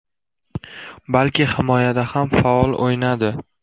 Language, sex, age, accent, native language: Uzbek, male, 18-24, Qashqadaryo, Uzbek